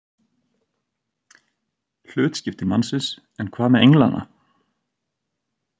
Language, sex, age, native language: Icelandic, male, 30-39, Icelandic